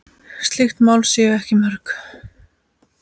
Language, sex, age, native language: Icelandic, male, 10, Icelandic